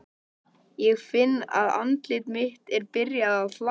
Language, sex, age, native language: Icelandic, male, 11, Icelandic